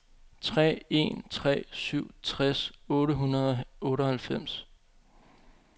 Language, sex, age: Danish, male, 25